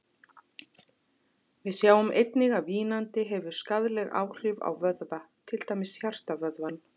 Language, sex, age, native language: Icelandic, female, 40-49, Icelandic